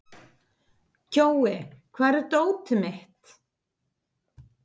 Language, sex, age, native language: Icelandic, female, 50-59, Icelandic